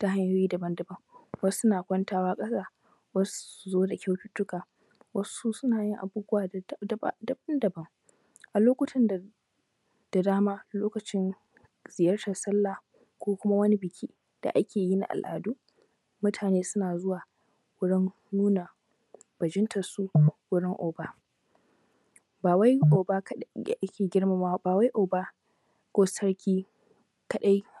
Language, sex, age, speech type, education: Hausa, female, 15-29, spontaneous, tertiary